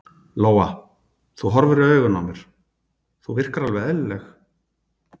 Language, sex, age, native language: Icelandic, male, 40-49, Icelandic